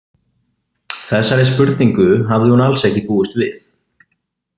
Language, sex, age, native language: Icelandic, male, 20-29, Icelandic